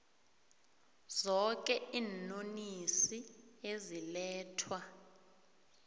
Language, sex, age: South Ndebele, female, 21